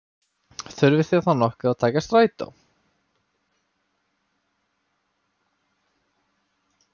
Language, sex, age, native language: Icelandic, male, 18-19, Icelandic